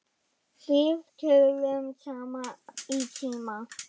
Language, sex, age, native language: Icelandic, female, 10, German